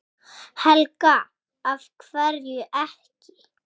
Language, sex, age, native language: Icelandic, male, 6, Icelandic